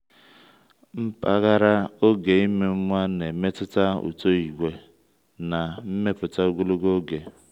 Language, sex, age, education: Igbo, male, 30-45, tertiary